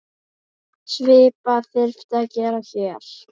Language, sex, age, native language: Icelandic, female, 10, Icelandic